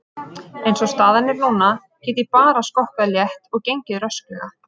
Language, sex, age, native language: Icelandic, female, 30-39, Icelandic